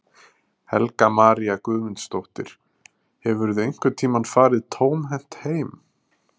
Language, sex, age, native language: Icelandic, male, 30-39, Icelandic